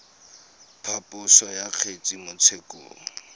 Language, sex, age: Tswana, male, 22